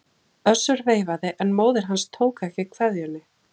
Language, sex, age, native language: Icelandic, female, 40-49, Icelandic